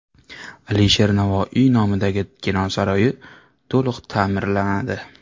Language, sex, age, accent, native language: Uzbek, male, 25-34, Navoiy, Uzbek